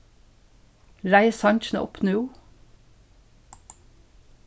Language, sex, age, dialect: Faroese, female, 61+, Suðurstreymoy